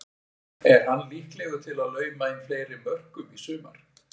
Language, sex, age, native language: Icelandic, male, 60-69, Icelandic